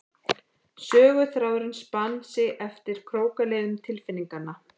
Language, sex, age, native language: Icelandic, female, 11, Icelandic